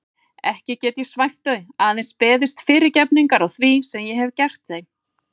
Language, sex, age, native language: Icelandic, female, 40-49, Icelandic